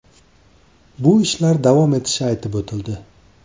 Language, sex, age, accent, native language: Uzbek, male, 25-34, Andijon, Uzbek